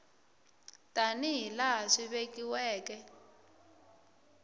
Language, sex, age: Tsonga, female, 18